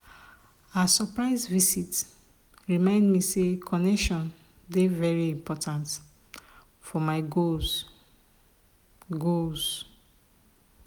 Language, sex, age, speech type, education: Nigerian Pidgin, female, 30-45, spontaneous, tertiary